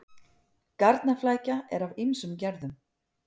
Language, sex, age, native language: Icelandic, female, 50-59, Icelandic